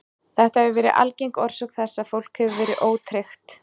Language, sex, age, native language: Icelandic, female, 30-39, Icelandic